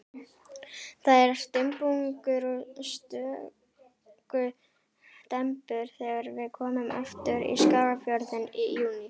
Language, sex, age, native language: Icelandic, female, 18-19, Icelandic